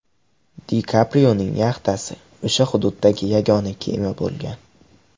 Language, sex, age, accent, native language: Uzbek, male, 18-24, Andijon, Uzbek